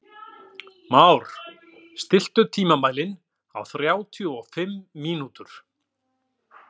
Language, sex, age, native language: Icelandic, male, 40-49, Icelandic